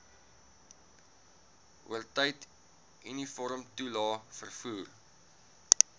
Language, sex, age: Afrikaans, male, 19